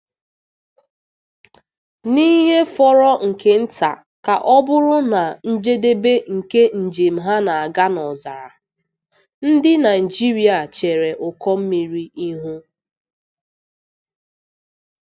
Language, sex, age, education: Igbo, female, 15-29, tertiary